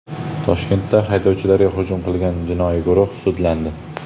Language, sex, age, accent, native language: Uzbek, male, 18-24, Jizzax, Uzbek